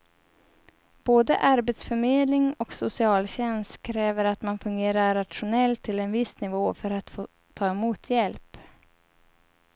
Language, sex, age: Swedish, female, 30